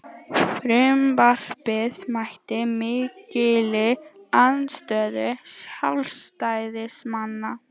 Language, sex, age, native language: Icelandic, female, 18-19, Icelandic